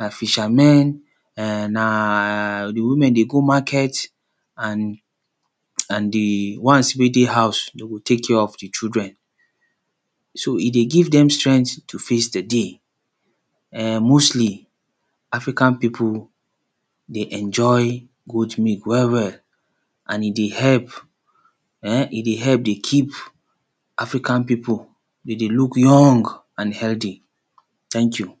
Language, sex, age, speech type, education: Nigerian Pidgin, male, 30-45, spontaneous, secondary